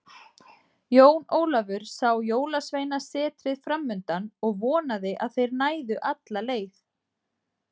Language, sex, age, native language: Icelandic, female, 40-49, Icelandic